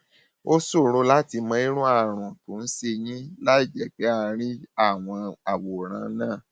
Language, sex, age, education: Yoruba, male, 30-45, tertiary